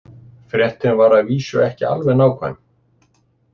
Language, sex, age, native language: Icelandic, male, 60-69, Icelandic